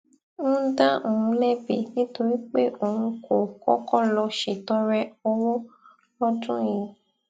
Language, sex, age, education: Yoruba, female, 15-29, tertiary